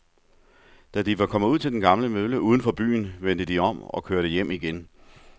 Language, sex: Danish, male